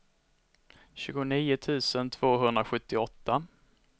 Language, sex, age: Swedish, male, 21